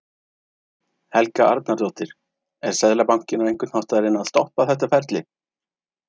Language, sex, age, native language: Icelandic, male, 30-39, Icelandic